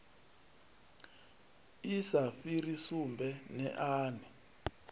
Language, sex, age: Venda, male, 39